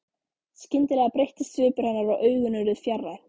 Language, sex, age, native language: Icelandic, female, 14, Icelandic